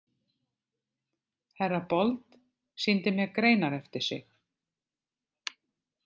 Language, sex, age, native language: Icelandic, female, 50-59, Icelandic